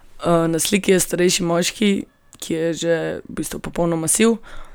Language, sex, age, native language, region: Slovenian, female, 18-29, Slovenian, Gorenjska region